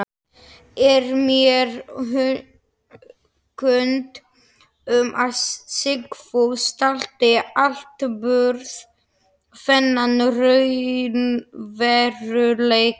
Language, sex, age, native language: Icelandic, male, 11, Slovak